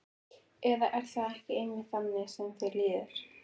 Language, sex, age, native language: Icelandic, female, 13, Icelandic